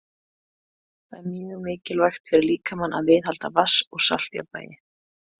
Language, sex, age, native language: Icelandic, female, 20-29, Icelandic